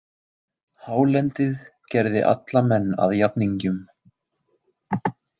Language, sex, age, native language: Icelandic, male, 20-29, Icelandic